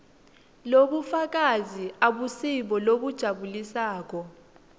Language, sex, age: Swati, female, 19